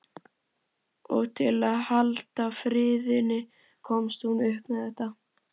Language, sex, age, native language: Icelandic, male, 11, Icelandic